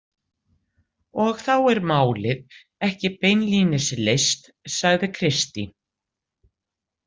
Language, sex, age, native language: Icelandic, female, 60-69, Icelandic